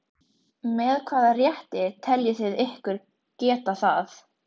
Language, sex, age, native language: Icelandic, female, 13, Icelandic